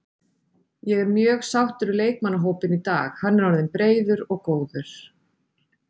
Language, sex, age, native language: Icelandic, female, 40-49, Icelandic